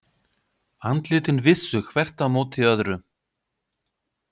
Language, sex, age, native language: Icelandic, male, 50-59, Icelandic